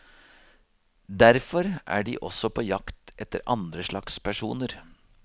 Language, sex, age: Norwegian, male, 52